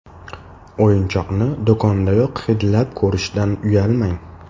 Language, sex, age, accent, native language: Uzbek, male, 18-24, Toshkent shahri, Uzbek